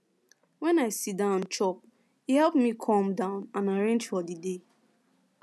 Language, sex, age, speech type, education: Nigerian Pidgin, female, 15-29, spontaneous, secondary